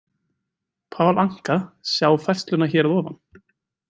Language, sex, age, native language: Icelandic, male, 20-29, Icelandic